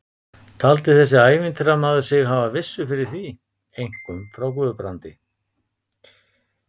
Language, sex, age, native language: Icelandic, male, 50-59, Icelandic